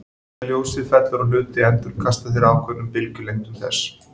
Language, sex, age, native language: Icelandic, male, 40-49, Icelandic